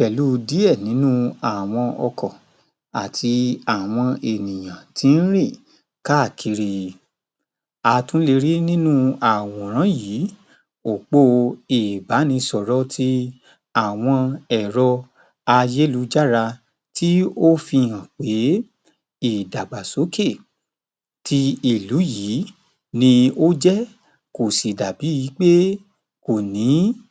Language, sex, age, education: Yoruba, male, 30-45, tertiary